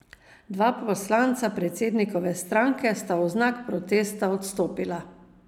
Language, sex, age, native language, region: Slovenian, female, 50-59, Slovenian, Savinja region